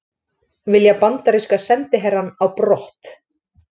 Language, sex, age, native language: Icelandic, female, 30-39, Icelandic